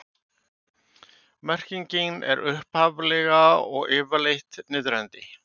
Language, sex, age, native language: Icelandic, male, 50-59, Icelandic